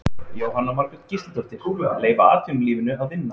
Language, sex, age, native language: Icelandic, male, 20-29, Icelandic